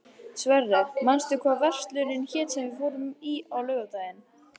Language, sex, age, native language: Icelandic, male, 11, Icelandic